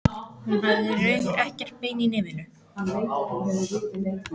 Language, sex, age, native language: Icelandic, female, 14, Icelandic